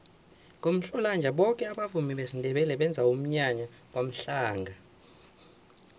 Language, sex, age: South Ndebele, male, 24